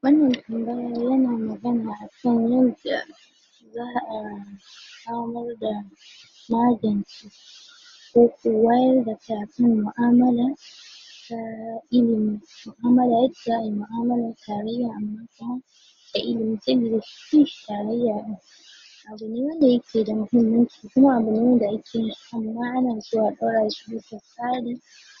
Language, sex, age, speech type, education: Hausa, female, 15-29, spontaneous, tertiary